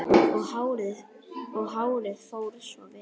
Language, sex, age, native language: Icelandic, male, 9, Icelandic